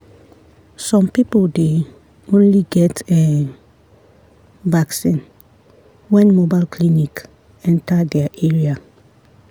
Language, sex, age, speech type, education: Nigerian Pidgin, female, 30-45, spontaneous, tertiary